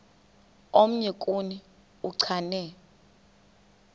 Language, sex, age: Xhosa, female, 21